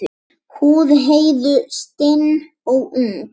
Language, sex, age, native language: Icelandic, male, 10, Icelandic